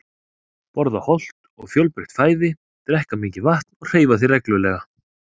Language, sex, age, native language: Icelandic, male, 30-39, Icelandic